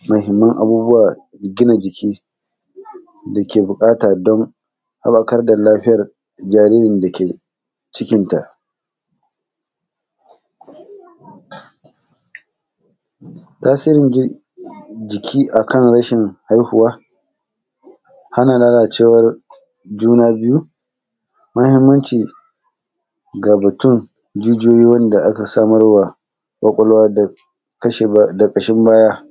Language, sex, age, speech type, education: Hausa, male, 30-45, spontaneous, tertiary